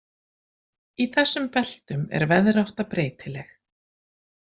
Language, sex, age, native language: Icelandic, female, 50-59, Icelandic